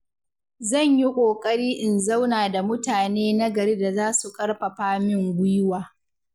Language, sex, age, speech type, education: Hausa, female, 15-29, read, secondary